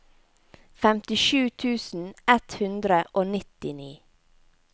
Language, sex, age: Norwegian, female, 28